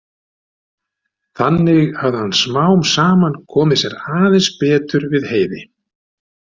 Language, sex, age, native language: Icelandic, male, 60-69, Icelandic